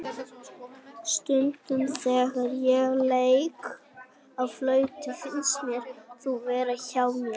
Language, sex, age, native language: Icelandic, female, 18-19, Icelandic